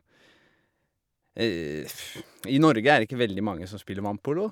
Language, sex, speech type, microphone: Norwegian, male, spontaneous, Shure